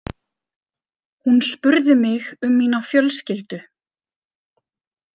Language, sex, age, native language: Icelandic, female, 30-39, Icelandic